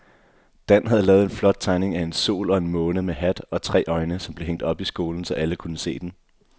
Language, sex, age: Danish, male, 24